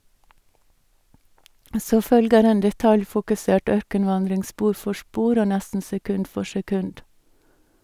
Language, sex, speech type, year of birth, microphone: Norwegian, female, read, 1962, Sennheiser